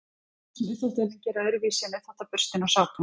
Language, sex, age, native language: Icelandic, female, 30-39, Icelandic